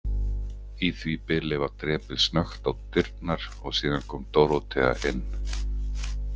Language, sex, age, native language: Icelandic, male, 40-49, Icelandic